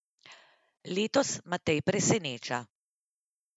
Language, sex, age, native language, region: Slovenian, female, 30-49, Slovenian, Central Slovenia